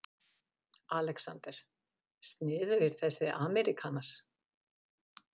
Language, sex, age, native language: Icelandic, female, 50-59, Icelandic